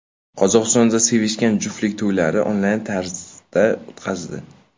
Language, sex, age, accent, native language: Uzbek, male, 18-24, Samarqand, Uzbek